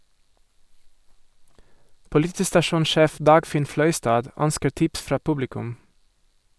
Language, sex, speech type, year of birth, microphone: Norwegian, male, read, 1978, Sennheiser